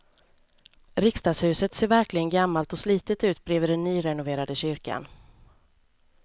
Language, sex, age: Swedish, female, 29